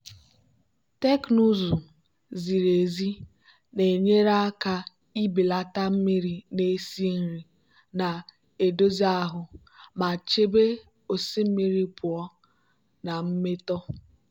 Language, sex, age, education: Igbo, female, 15-29, tertiary